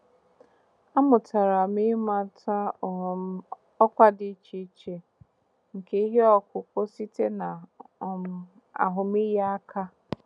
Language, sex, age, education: Igbo, female, 15-29, tertiary